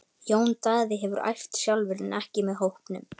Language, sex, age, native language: Icelandic, male, 18-19, Icelandic